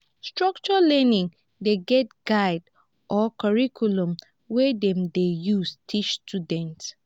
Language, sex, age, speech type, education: Nigerian Pidgin, female, 15-29, spontaneous, tertiary